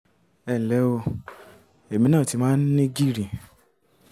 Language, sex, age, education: Yoruba, male, 30-45, tertiary